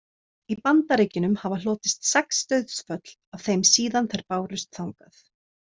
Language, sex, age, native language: Icelandic, female, 30-39, Icelandic